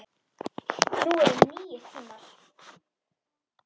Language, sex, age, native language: Icelandic, female, 10, Icelandic